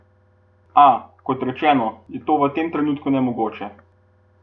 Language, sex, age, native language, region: Slovenian, male, 18-29, Slovenian, Gorenjska region